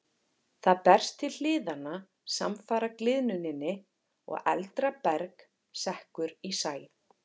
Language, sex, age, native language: Icelandic, female, 40-49, Icelandic